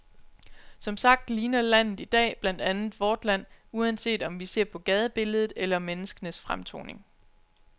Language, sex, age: Danish, female, 29